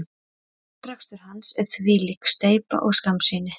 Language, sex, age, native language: Icelandic, female, 30-39, Icelandic